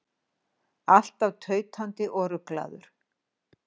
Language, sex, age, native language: Icelandic, female, 60-69, Icelandic